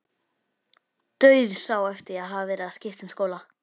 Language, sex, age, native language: Icelandic, female, 12, Icelandic